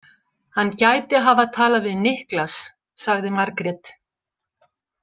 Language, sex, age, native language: Icelandic, female, 60-69, Icelandic